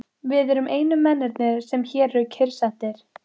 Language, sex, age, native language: Icelandic, female, 15, Icelandic